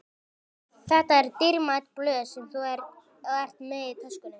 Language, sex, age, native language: Icelandic, male, 12, Icelandic